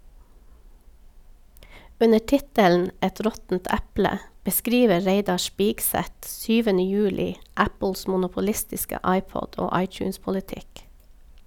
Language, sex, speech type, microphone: Norwegian, female, read, Sennheiser